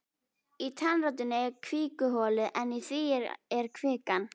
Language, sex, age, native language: Icelandic, female, 12, Icelandic